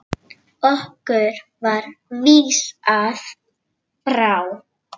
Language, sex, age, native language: Icelandic, female, 7, Icelandic